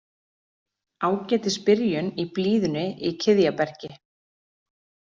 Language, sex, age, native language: Icelandic, female, 40-49, Icelandic